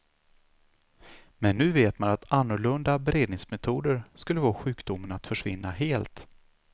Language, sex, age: Swedish, male, 36